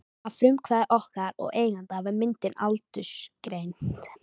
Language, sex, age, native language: Icelandic, female, 13, Icelandic